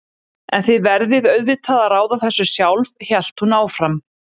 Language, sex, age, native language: Icelandic, female, 30-39, Icelandic